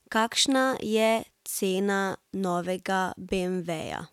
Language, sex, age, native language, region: Slovenian, female, 18-29, Slovenian, Central Slovenia